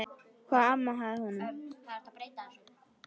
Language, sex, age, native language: Icelandic, male, 10, Icelandic